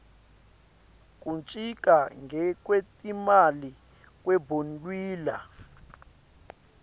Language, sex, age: Swati, male, 22